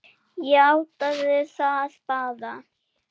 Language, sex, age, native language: Icelandic, female, 7, Icelandic